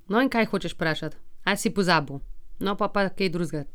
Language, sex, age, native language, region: Slovenian, female, 30-49, Slovenian, Gorenjska region